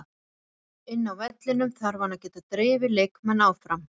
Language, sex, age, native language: Icelandic, female, 40-49, Icelandic